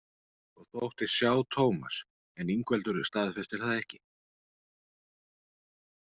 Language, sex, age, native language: Icelandic, male, 40-49, Icelandic